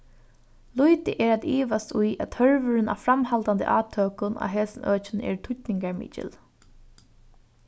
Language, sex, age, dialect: Faroese, female, 15-35, Norðuroyggjar